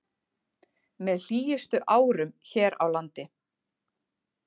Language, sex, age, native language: Icelandic, female, 40-49, Icelandic